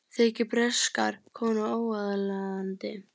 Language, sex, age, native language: Icelandic, female, 30-39, Icelandic